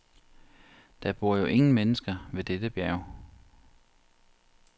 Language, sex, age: Danish, male, 40